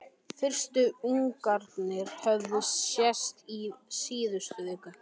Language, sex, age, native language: Icelandic, male, 13, Icelandic